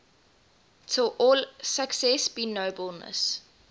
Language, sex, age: English, female, 20